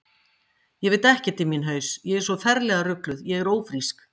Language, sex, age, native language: Icelandic, female, 50-59, Icelandic